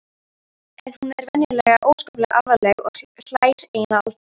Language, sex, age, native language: Icelandic, female, 13, Icelandic